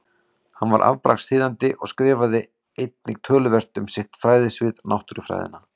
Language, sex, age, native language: Icelandic, male, 40-49, Icelandic